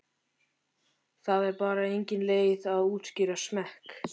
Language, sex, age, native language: Icelandic, male, 13, Icelandic